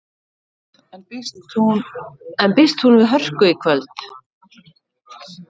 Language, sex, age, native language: Icelandic, female, 50-59, Icelandic